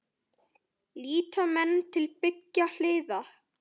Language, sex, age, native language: Icelandic, male, 9, Icelandic